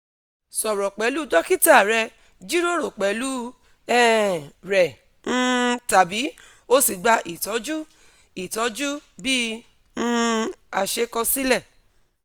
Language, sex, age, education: Yoruba, female, 30-45, tertiary